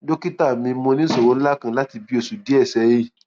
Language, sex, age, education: Yoruba, male, 15-29, tertiary